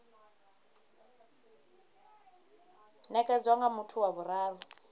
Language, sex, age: Venda, female, 34